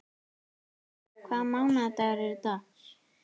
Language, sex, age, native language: Icelandic, female, 18-19, Icelandic